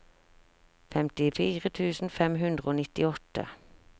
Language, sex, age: Norwegian, female, 46